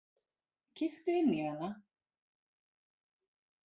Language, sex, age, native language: Icelandic, female, 40-49, Icelandic